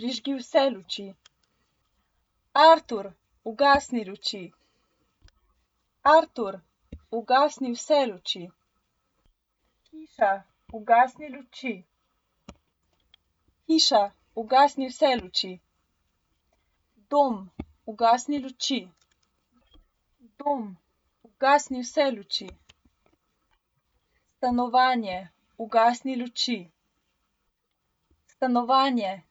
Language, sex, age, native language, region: Slovenian, female, 18-29, Slovenian, Gorenjska region